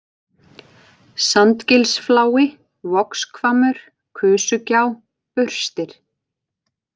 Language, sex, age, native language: Icelandic, female, 20-29, Icelandic